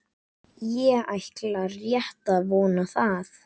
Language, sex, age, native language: Icelandic, male, 11, Icelandic